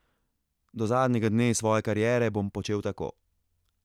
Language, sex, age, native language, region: Slovenian, male, 30-49, Slovenian, Central Slovenia